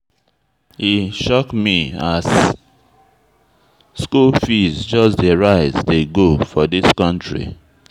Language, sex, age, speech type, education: Nigerian Pidgin, male, 30-45, spontaneous, tertiary